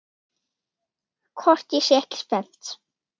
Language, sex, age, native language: Icelandic, female, 6, Icelandic